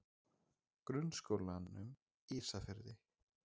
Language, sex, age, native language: Icelandic, male, 20-29, Icelandic